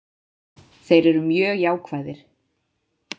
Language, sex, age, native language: Icelandic, female, 30-39, Icelandic